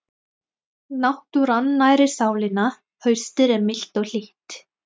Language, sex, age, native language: Icelandic, female, 20-29, Thai